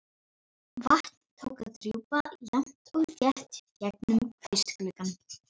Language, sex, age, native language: Icelandic, female, 12, Icelandic